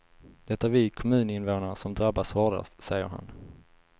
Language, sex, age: Swedish, male, 19